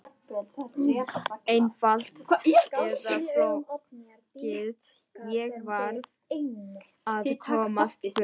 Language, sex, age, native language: Icelandic, female, 14, Icelandic